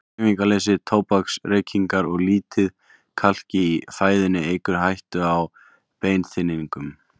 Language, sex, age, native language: Icelandic, male, 20-29, Icelandic